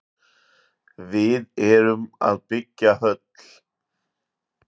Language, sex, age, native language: Icelandic, male, 40-49, Icelandic